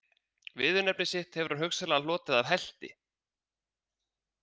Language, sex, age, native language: Icelandic, male, 30-39, Icelandic